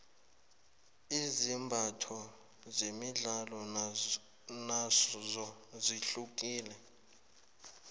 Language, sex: South Ndebele, male